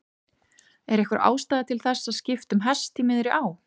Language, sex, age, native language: Icelandic, female, 30-39, Icelandic